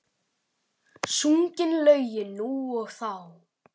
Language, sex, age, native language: Icelandic, male, 9, Icelandic